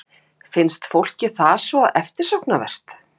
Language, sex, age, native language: Icelandic, female, 50-59, Icelandic